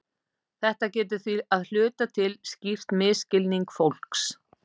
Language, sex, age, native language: Icelandic, female, 50-59, Icelandic